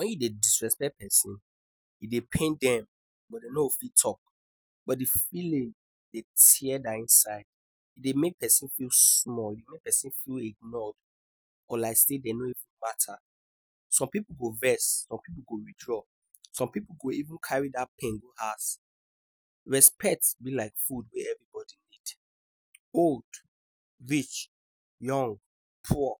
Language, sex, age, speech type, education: Nigerian Pidgin, male, 15-29, spontaneous, tertiary